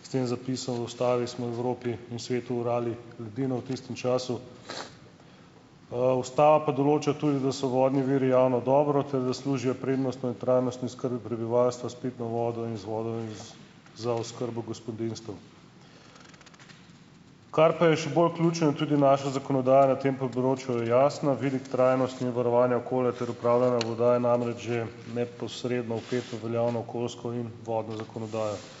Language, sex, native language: Slovenian, male, Slovenian